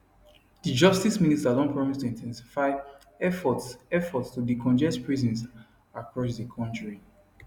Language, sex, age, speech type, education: Nigerian Pidgin, male, 15-29, spontaneous, tertiary